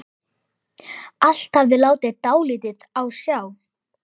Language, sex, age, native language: Icelandic, male, 11, Icelandic